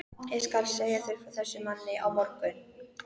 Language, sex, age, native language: Icelandic, female, 13, Icelandic